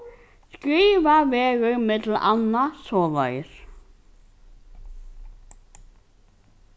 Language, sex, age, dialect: Faroese, female, 15-35, Norðurstreymoy/Eysturoy